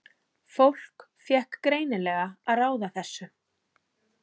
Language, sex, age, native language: Icelandic, female, 40-49, Icelandic